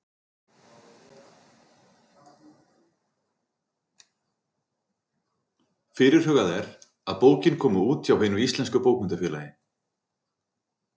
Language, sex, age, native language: Icelandic, male, 40-49, Icelandic